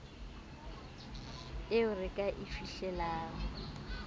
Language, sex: Southern Sotho, female